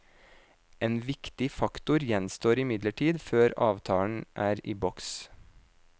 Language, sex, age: Norwegian, male, 26